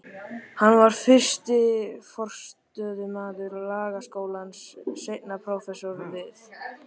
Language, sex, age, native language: Icelandic, male, 13, Icelandic